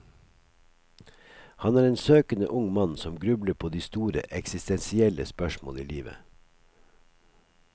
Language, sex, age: Norwegian, male, 57